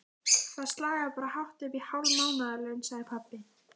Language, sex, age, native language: Icelandic, female, 14, Icelandic